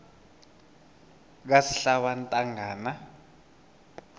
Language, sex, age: South Ndebele, male, 22